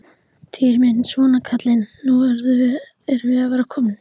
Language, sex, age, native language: Icelandic, male, 14, Icelandic